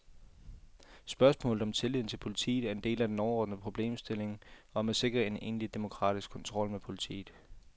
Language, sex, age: Danish, male, 28